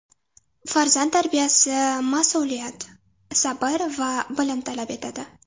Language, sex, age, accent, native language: Uzbek, female, under 19, Toshkent shahri, Uzbek